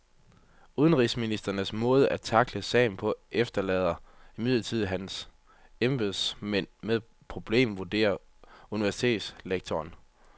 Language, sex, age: Danish, male, 30